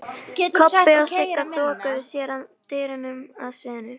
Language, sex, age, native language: Icelandic, female, 13, Icelandic